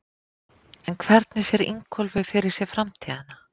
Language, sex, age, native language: Icelandic, female, 50-59, Icelandic